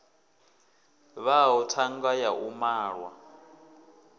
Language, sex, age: Venda, male, 24